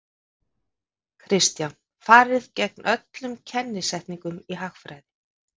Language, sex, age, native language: Icelandic, female, 50-59, Icelandic